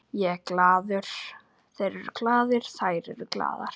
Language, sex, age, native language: Icelandic, female, 9, Icelandic